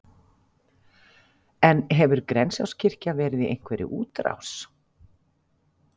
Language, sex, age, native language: Icelandic, female, 50-59, Icelandic